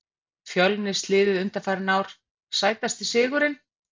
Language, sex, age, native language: Icelandic, female, 50-59, Icelandic